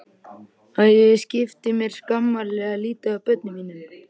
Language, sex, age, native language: Icelandic, male, 13, Icelandic